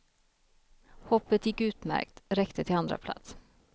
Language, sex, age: Swedish, female, 33